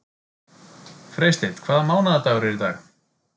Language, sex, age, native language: Icelandic, male, 30-39, Icelandic